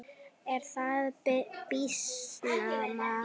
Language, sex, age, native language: Icelandic, female, 9, Icelandic